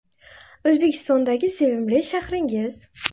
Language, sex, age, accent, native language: Uzbek, female, 25-34, Buxoro, Uzbek